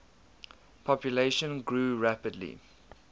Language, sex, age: English, male, 22